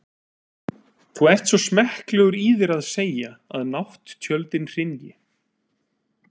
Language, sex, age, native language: Icelandic, male, 30-39, Icelandic